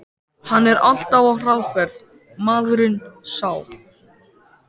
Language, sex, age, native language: Icelandic, male, 14, Icelandic